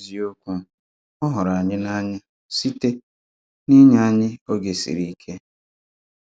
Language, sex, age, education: Igbo, male, 30-45, tertiary